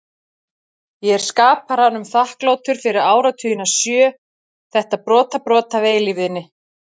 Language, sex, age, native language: Icelandic, female, 40-49, Icelandic